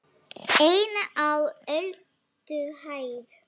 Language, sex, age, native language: Icelandic, female, 9, Icelandic